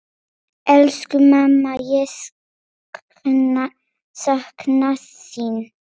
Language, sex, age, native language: Icelandic, female, 8, Polish